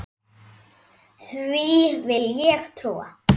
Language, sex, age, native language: Icelandic, female, 10, Icelandic